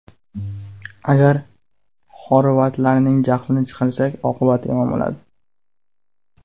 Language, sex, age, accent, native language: Uzbek, male, 18-24, Namangan, Uzbek